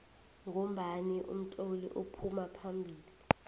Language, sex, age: South Ndebele, female, 20